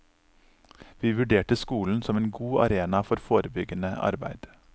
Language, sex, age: Norwegian, male, 39